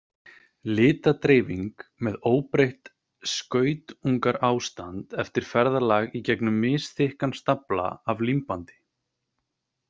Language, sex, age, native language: Icelandic, male, 30-39, Icelandic